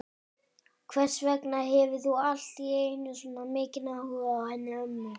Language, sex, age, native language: Icelandic, male, 18-19, Icelandic